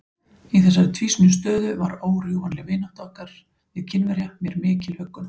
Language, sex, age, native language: Icelandic, female, 40-49, Icelandic